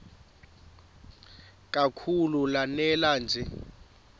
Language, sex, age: Xhosa, female, 28